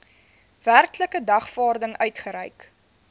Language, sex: Afrikaans, female